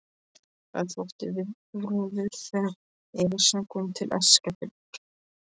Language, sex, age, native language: Icelandic, male, 13, Polish